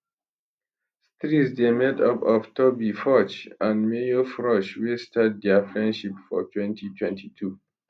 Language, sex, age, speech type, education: Nigerian Pidgin, male, 15-29, spontaneous, tertiary